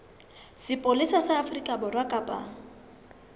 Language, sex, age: Southern Sotho, female, 22